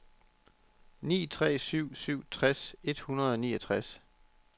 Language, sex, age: Danish, male, 34